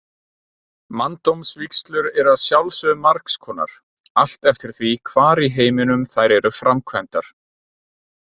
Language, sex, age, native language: Icelandic, male, 30-39, Icelandic